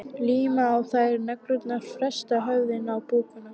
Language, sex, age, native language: Icelandic, female, 12, Icelandic